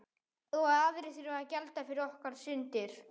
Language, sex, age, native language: Icelandic, other, 12, Icelandic